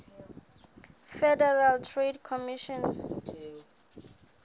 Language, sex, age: Southern Sotho, female, 22